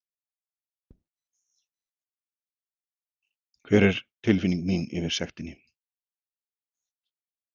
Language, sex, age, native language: Icelandic, male, 50-59, Icelandic